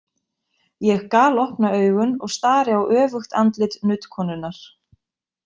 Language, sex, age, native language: Icelandic, female, 20-29, Icelandic